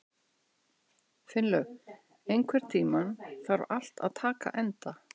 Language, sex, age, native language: Icelandic, female, 60-69, Icelandic